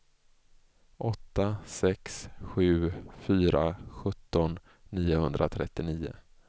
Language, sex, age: Swedish, male, 24